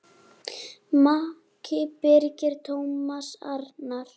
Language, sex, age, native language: Icelandic, female, 7, Icelandic